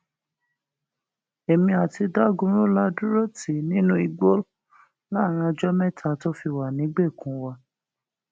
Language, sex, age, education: Yoruba, female, 46-60, tertiary